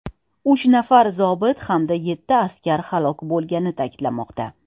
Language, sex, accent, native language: Uzbek, female, Toshkent shahri, Uzbek